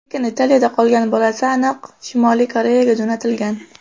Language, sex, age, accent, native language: Uzbek, female, under 19, Namangan, Uzbek